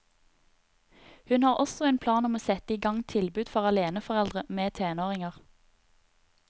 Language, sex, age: Norwegian, female, 30